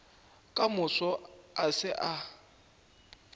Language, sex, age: Northern Sotho, male, 24